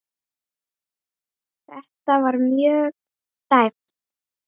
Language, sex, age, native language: Icelandic, female, 9, Icelandic